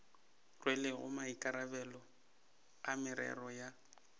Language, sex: Northern Sotho, male